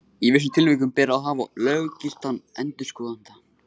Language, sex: Icelandic, male